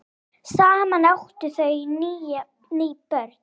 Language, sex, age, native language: Icelandic, female, 8, Icelandic